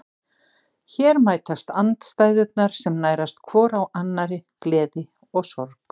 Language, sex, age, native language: Icelandic, female, 60-69, Icelandic